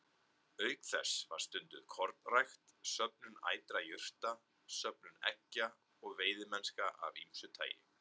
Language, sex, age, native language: Icelandic, male, 30-39, Icelandic